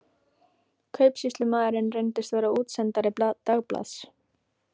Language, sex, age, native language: Icelandic, female, 18-19, Icelandic